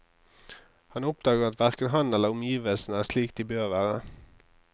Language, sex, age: Norwegian, male, 26